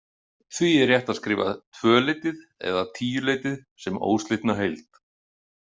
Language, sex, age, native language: Icelandic, male, 50-59, Icelandic